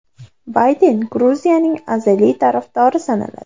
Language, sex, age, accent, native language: Uzbek, female, under 19, Andijon, Uzbek